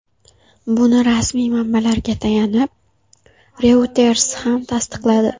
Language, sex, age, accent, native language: Uzbek, female, 18-24, Xorazm, Uzbek